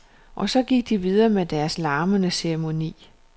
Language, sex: Danish, female